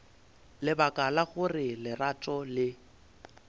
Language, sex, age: Northern Sotho, male, 22